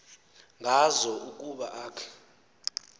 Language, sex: Xhosa, male